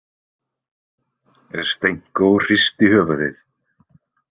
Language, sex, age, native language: Icelandic, male, 20-29, Icelandic